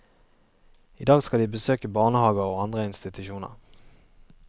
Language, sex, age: Norwegian, male, 23